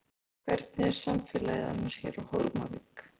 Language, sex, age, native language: Icelandic, female, 20-29, Icelandic